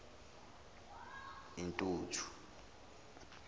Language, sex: Zulu, male